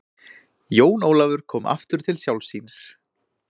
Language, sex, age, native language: Icelandic, male, 20-29, Icelandic